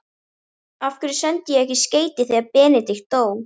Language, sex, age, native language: Icelandic, female, 13, Icelandic